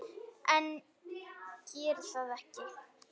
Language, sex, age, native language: Icelandic, female, 9, Icelandic